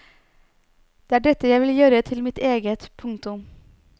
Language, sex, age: Norwegian, female, 29